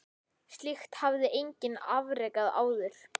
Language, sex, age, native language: Icelandic, male, 10, Icelandic